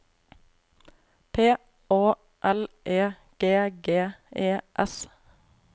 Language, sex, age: Norwegian, female, 28